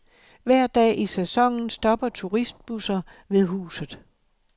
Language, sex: Danish, male